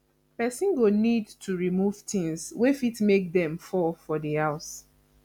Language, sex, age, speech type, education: Nigerian Pidgin, female, 15-29, spontaneous, tertiary